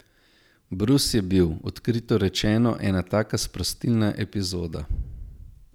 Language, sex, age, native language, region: Slovenian, male, 18-29, Slovenian, Zasavska region